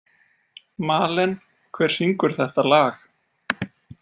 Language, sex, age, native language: Icelandic, male, 40-49, Icelandic